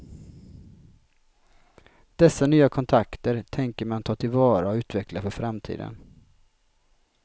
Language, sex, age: Swedish, male, 33